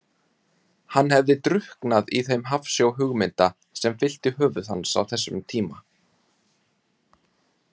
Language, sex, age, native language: Icelandic, male, 30-39, Icelandic